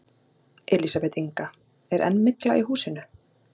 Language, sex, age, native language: Icelandic, female, 40-49, Icelandic